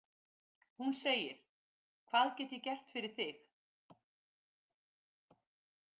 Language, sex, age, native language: Icelandic, female, 50-59, Icelandic